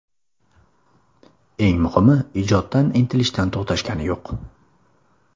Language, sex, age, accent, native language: Uzbek, male, 18-24, Surxondaryo, Uzbek